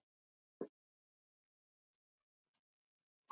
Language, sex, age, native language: Icelandic, male, 70-79, Icelandic